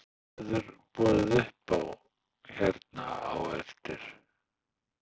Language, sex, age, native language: Icelandic, male, 60-69, Icelandic